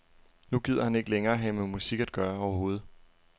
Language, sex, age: Danish, male, 23